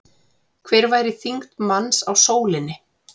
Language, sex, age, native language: Icelandic, female, 40-49, Icelandic